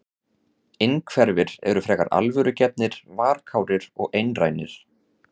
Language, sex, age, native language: Icelandic, male, 30-39, Icelandic